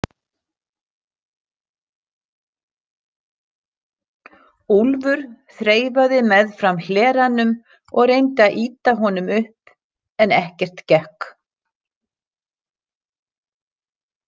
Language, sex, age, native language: Icelandic, female, 60-69, Icelandic